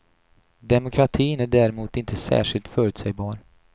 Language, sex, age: Swedish, male, 28